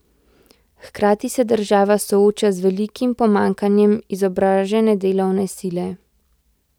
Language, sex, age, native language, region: Slovenian, female, 18-29, Slovenian, Central Slovenia